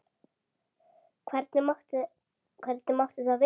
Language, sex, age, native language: Icelandic, female, 8, Icelandic